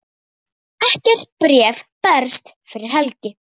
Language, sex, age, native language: Icelandic, female, 10, Icelandic